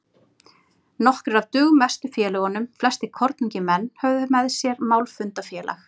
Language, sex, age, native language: Icelandic, female, 30-39, Icelandic